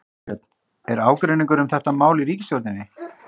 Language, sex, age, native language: Icelandic, female, 30-39, Icelandic